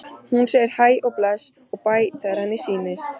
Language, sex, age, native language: Icelandic, female, 13, Icelandic